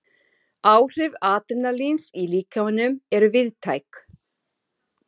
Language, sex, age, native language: Icelandic, female, 30-39, Icelandic